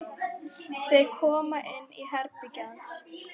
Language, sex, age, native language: Icelandic, female, 12, Icelandic